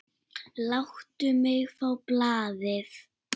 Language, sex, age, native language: Icelandic, female, 7, Icelandic